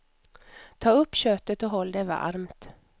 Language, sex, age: Swedish, female, 44